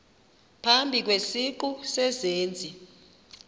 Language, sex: Xhosa, female